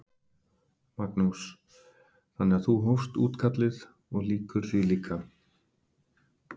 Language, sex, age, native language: Icelandic, male, 50-59, Icelandic